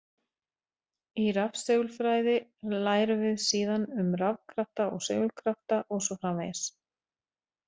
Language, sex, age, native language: Icelandic, female, 40-49, Icelandic